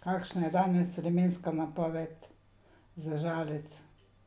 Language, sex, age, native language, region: Slovenian, female, 60+, Slovenian, Savinja region